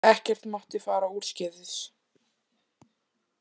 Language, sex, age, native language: Icelandic, male, 18-19, Icelandic